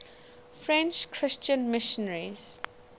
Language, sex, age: English, female, 19